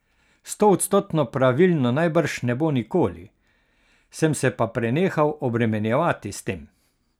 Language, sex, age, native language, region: Slovenian, male, 60+, Slovenian, Carinthia region